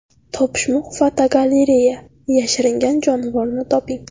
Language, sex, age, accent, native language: Uzbek, female, 19-29, Navoiy, Uzbek